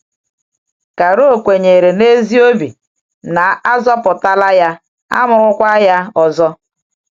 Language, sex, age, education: Igbo, female, 46-60, tertiary